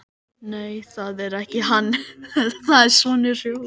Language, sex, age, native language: Icelandic, male, 13, Icelandic